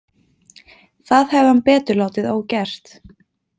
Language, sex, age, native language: Icelandic, female, 20-29, Icelandic